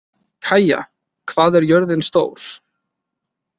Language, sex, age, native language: Icelandic, male, 20-29, Icelandic